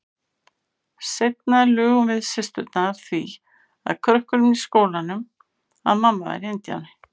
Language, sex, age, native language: Icelandic, female, 50-59, Icelandic